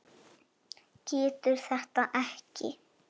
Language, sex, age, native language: Icelandic, female, 7, Icelandic